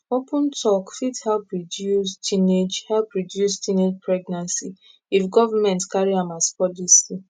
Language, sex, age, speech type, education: Nigerian Pidgin, female, 15-29, spontaneous, tertiary